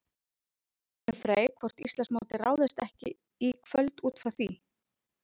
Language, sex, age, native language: Icelandic, female, 30-39, Icelandic